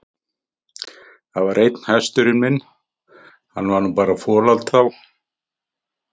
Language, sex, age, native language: Icelandic, male, 50-59, Icelandic